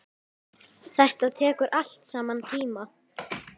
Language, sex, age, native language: Icelandic, female, 10, Icelandic